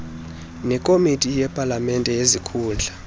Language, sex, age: Xhosa, male, 20